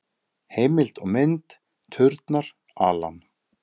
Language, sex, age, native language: Icelandic, male, 30-39, Icelandic